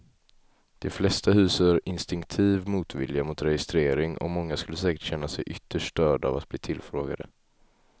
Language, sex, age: Swedish, male, 18